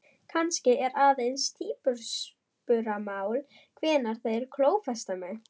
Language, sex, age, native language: Icelandic, female, 11, German